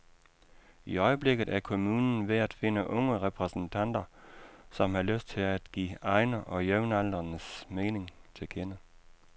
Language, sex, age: Danish, male, 56